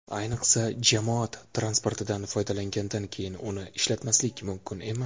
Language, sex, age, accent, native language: Uzbek, male, 18-24, Toshkent shahri, Uzbek